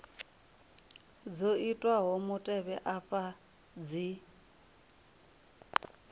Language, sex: Venda, female